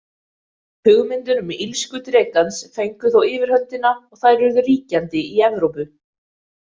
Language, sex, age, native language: Icelandic, female, 20-29, Icelandic